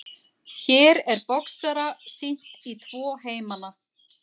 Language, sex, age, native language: Icelandic, female, 40-49, Icelandic